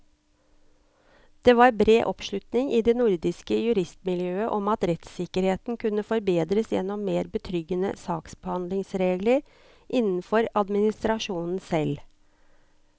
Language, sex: Norwegian, female